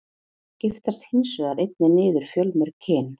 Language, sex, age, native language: Icelandic, female, 30-39, Icelandic